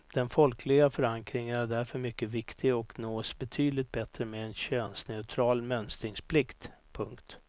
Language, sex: Swedish, male